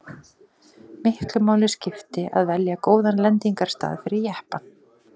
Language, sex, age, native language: Icelandic, female, 40-49, Icelandic